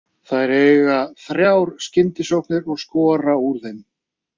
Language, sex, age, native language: Icelandic, male, 30-39, Icelandic